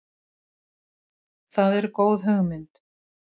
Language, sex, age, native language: Icelandic, female, 60-69, Icelandic